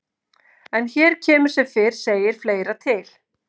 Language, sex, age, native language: Icelandic, female, 50-59, Icelandic